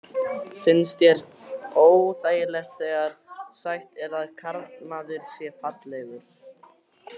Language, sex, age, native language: Icelandic, male, 18-19, Icelandic